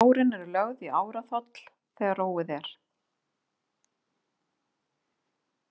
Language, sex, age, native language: Icelandic, female, 50-59, Icelandic